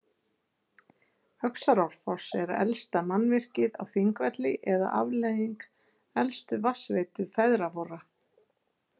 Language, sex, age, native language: Icelandic, female, 40-49, Icelandic